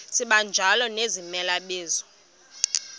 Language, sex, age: Xhosa, female, 22